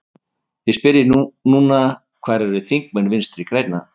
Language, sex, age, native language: Icelandic, male, 50-59, Icelandic